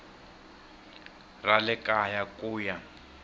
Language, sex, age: Tsonga, male, 21